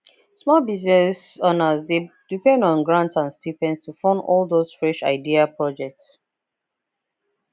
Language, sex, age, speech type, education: Nigerian Pidgin, female, 15-29, spontaneous, tertiary